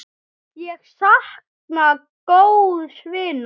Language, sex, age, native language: Icelandic, male, 6, Icelandic